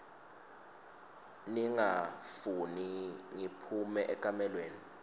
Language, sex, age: Swati, male, 22